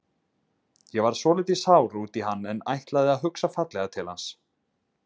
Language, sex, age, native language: Icelandic, male, 20-29, Icelandic